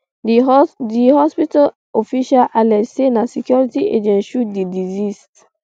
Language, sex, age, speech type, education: Nigerian Pidgin, female, 15-29, spontaneous, secondary